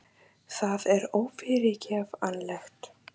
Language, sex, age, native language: Icelandic, female, 18-19, Icelandic